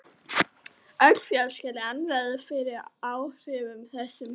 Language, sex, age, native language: Icelandic, female, 12, Icelandic